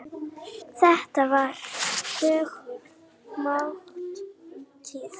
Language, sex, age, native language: Icelandic, female, 8, Icelandic